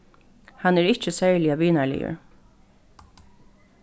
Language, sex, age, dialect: Faroese, female, 15-35, Norðurstreymoy/Eysturoy